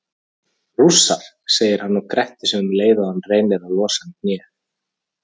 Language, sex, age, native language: Icelandic, male, 30-39, Icelandic